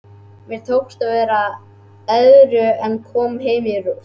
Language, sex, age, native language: Icelandic, male, 11, Icelandic